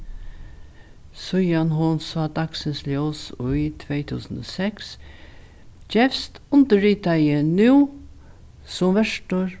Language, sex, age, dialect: Faroese, female, 61+, Norðurstreymoy/Eysturoy